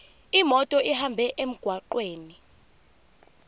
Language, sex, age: Zulu, female, 25